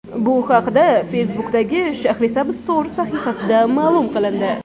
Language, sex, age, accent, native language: Uzbek, female, 18-24, Toshkent shahri, Uzbek